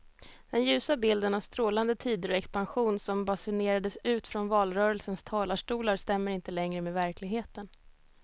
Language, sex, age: Swedish, female, 22